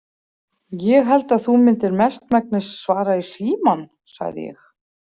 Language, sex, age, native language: Icelandic, female, 40-49, Icelandic